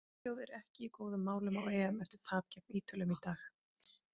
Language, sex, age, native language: Icelandic, female, 30-39, Icelandic